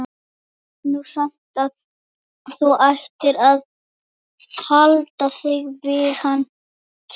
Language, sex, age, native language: Icelandic, female, 18-19, Icelandic